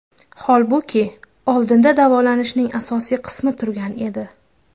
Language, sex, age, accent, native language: Uzbek, female, 25-34, Farg'ona, Uzbek